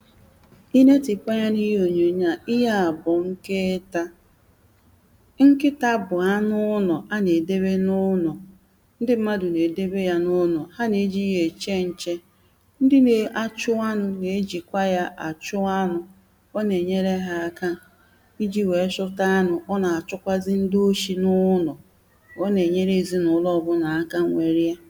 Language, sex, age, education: Igbo, female, 30-45, primary